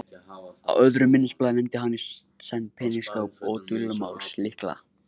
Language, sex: Icelandic, male